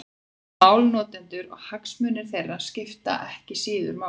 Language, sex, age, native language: Icelandic, female, 30-39, Icelandic